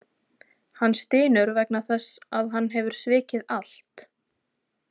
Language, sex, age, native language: Icelandic, female, 20-29, Icelandic